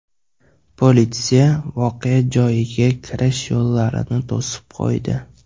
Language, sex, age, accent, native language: Uzbek, male, 18-24, Andijon, Uzbek